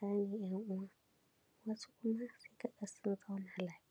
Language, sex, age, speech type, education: Hausa, female, 15-29, spontaneous, secondary